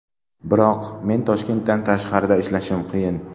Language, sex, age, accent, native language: Uzbek, male, 12-17, Namangan, Uzbek